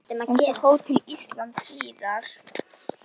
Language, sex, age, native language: Icelandic, female, 10, Icelandic